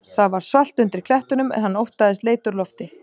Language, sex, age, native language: Icelandic, female, 30-39, Icelandic